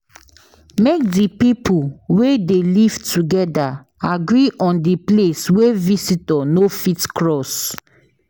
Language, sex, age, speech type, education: Nigerian Pidgin, female, 15-29, spontaneous, tertiary